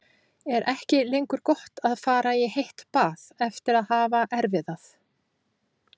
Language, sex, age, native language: Icelandic, female, 40-49, Icelandic